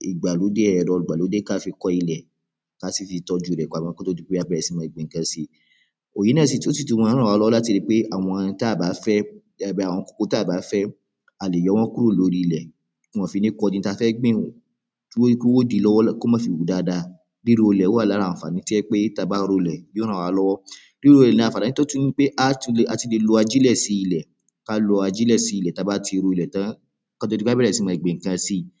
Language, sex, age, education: Yoruba, male, 15-29, primary